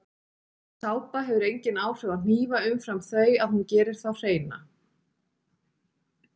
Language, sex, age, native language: Icelandic, female, 40-49, Icelandic